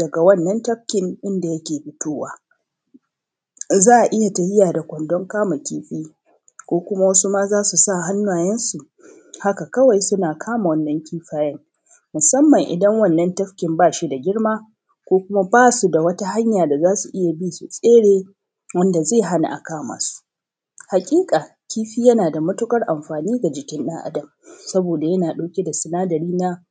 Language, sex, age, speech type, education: Hausa, female, 30-45, spontaneous, tertiary